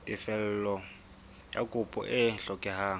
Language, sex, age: Southern Sotho, female, 22